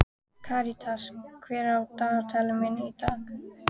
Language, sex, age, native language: Icelandic, female, 14, Icelandic